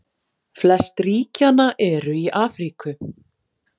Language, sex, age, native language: Icelandic, female, 40-49, Icelandic